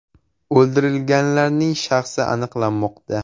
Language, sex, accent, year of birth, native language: Uzbek, male, Jizzax, 2004, Uzbek